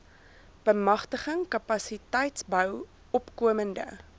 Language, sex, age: Afrikaans, female, 23